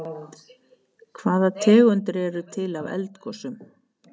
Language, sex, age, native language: Icelandic, female, 50-59, Icelandic